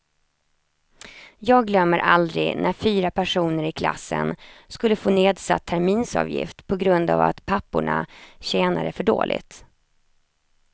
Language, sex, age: Swedish, female, 28